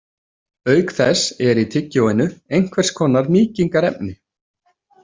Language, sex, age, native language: Icelandic, male, 20-29, Icelandic